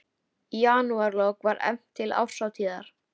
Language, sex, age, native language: Icelandic, female, 13, Icelandic